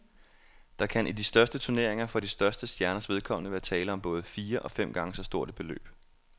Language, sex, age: Danish, male, 28